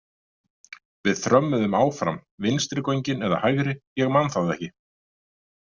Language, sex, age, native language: Icelandic, male, 50-59, Icelandic